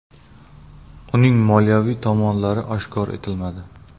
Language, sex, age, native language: Uzbek, male, 25-34, Uzbek